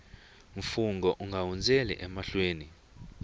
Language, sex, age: Tsonga, male, 20